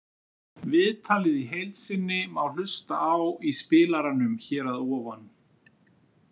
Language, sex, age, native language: Icelandic, male, 50-59, Icelandic